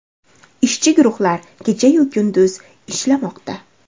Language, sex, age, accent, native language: Uzbek, female, 25-34, Andijon, Uzbek